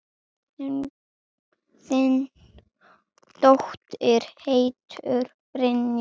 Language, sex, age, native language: Icelandic, male, 7, Icelandic